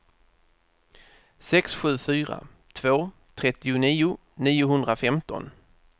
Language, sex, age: Swedish, male, 30